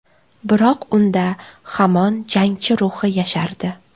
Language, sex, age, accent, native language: Uzbek, female, 25-34, Toshkent viloyati, Uzbek